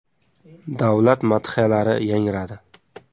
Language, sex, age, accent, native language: Uzbek, male, 18-24, Qashqadaryo, Uzbek